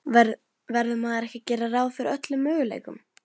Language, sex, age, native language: Icelandic, female, 11, Norwegian